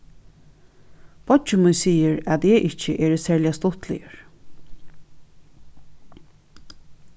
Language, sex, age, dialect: Faroese, female, 36-60, Norðuroyggjar